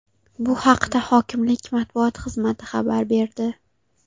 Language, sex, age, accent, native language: Uzbek, female, 18-24, Xorazm, Uzbek